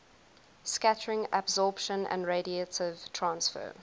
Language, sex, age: English, female, 20